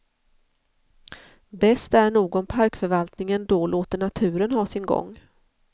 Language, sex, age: Swedish, female, 40